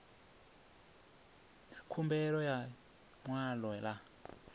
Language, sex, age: Venda, male, 27